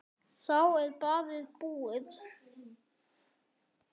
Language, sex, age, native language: Icelandic, male, 6, Icelandic